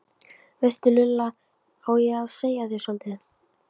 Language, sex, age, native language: Icelandic, female, 15, Icelandic